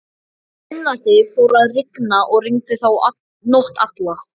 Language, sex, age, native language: Icelandic, male, 14, Icelandic